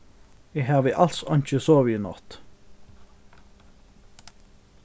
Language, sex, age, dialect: Faroese, male, 15-35, Norðurstreymoy/Eysturoy